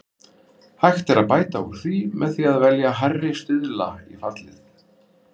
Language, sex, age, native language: Icelandic, male, 50-59, Icelandic